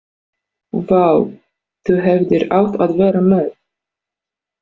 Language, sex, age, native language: Icelandic, female, 40-49, Polish